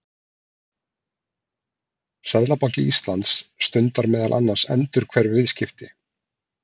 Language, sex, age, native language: Icelandic, male, 40-49, Icelandic